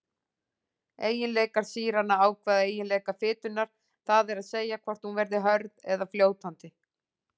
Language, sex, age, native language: Icelandic, female, 40-49, Icelandic